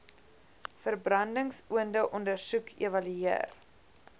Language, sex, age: Afrikaans, female, 20